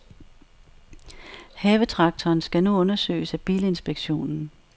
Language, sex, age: Danish, female, 64